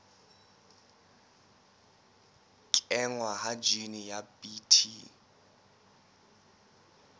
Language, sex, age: Southern Sotho, male, 23